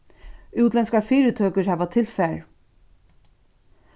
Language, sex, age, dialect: Faroese, female, 36-60, Suðurstreymoy